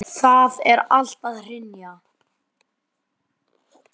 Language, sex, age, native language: Icelandic, male, 10, Icelandic